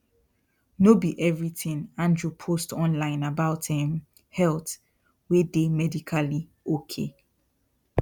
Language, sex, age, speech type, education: Nigerian Pidgin, female, 15-29, spontaneous, tertiary